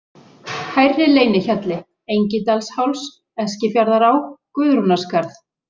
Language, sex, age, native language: Icelandic, female, 40-49, Icelandic